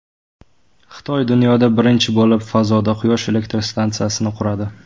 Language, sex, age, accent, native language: Uzbek, male, 18-24, Toshkent viloyati, Uzbek